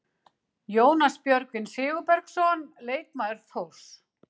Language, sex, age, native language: Icelandic, female, 60-69, Icelandic